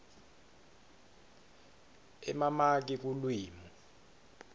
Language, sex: Swati, male